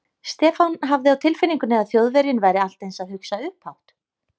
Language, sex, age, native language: Icelandic, female, 30-39, Icelandic